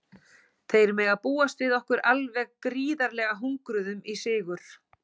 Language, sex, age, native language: Icelandic, female, 40-49, Icelandic